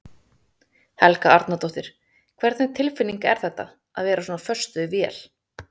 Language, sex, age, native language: Icelandic, female, 30-39, Icelandic